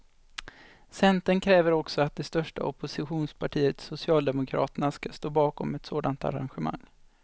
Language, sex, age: Swedish, male, 25